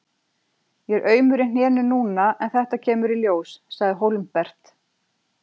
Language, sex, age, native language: Icelandic, female, 40-49, Icelandic